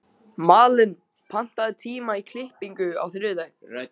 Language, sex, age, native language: Icelandic, male, 14, Icelandic